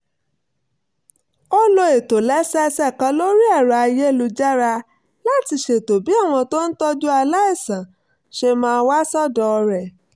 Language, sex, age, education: Yoruba, female, 30-45, tertiary